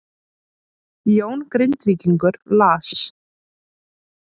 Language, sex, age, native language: Icelandic, female, 20-29, Icelandic